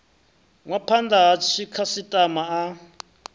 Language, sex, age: Venda, male, 33